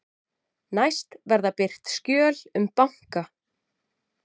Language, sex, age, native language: Icelandic, female, 40-49, Icelandic